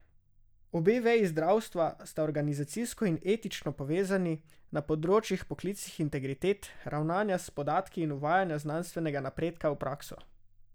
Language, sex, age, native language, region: Slovenian, male, 18-29, Slovenian, Drava region